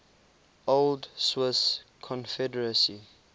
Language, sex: English, male